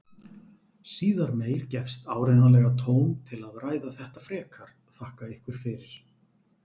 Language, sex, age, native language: Icelandic, male, 40-49, Icelandic